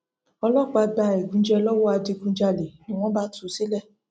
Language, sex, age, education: Yoruba, female, 30-45, tertiary